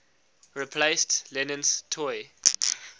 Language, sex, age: English, male, 19